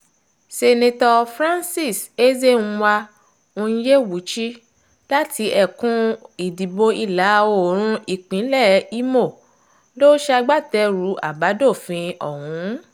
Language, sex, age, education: Yoruba, female, 30-45, tertiary